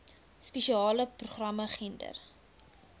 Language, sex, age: Afrikaans, female, 22